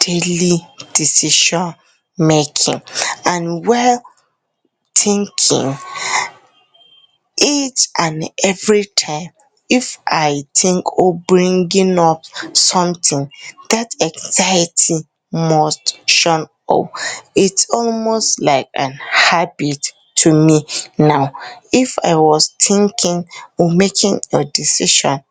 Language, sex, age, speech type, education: Hausa, female, 30-45, spontaneous, tertiary